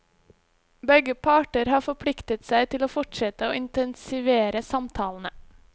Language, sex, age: Norwegian, female, 26